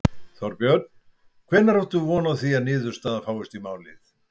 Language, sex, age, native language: Icelandic, male, 70-79, Icelandic